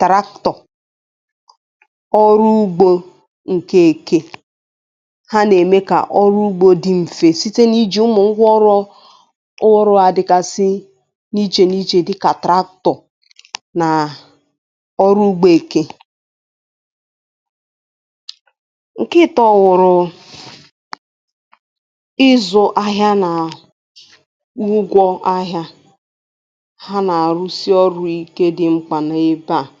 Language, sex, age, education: Igbo, female, 15-29, tertiary